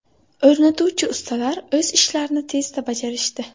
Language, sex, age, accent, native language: Uzbek, female, 18-24, Buxoro, Uzbek